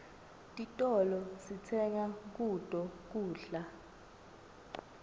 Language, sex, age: Swati, female, 20